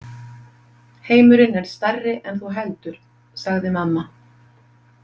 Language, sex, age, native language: Icelandic, female, 50-59, Icelandic